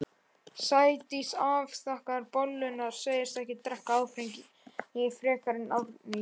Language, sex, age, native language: Icelandic, male, 11, Icelandic